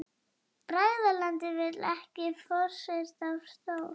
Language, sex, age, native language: Icelandic, male, 30-39, Icelandic